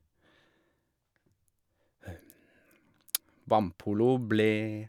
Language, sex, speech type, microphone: Norwegian, male, spontaneous, Shure